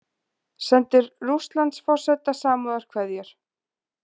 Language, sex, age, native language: Icelandic, female, 20-29, Icelandic